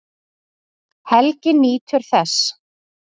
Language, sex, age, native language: Icelandic, female, 40-49, Icelandic